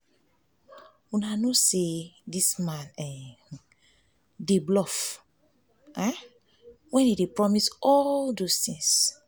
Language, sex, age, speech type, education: Nigerian Pidgin, female, 15-29, spontaneous, tertiary